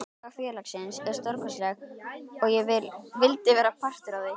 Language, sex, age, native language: Icelandic, female, 18-19, Icelandic